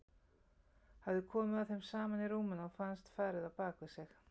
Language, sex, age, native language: Icelandic, female, 50-59, Icelandic